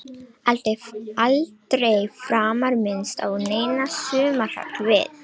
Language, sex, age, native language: Icelandic, female, 18-19, Romanian